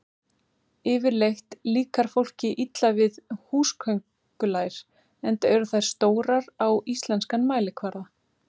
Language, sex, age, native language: Icelandic, female, 30-39, Icelandic